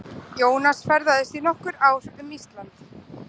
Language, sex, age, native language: Icelandic, other, 20-29, Icelandic